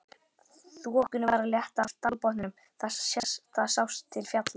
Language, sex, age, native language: Icelandic, male, 11, Icelandic